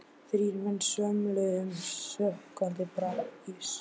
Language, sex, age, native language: Icelandic, male, 12, Icelandic